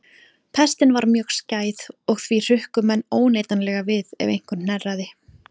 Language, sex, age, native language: Icelandic, female, 40-49, Icelandic